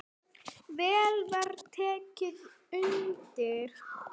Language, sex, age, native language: Icelandic, female, 9, Icelandic